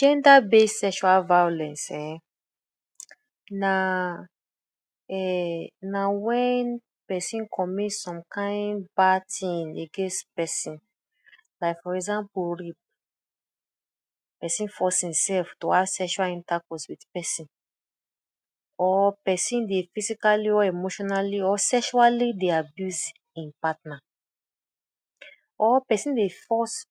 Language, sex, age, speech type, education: Nigerian Pidgin, female, 30-45, spontaneous, tertiary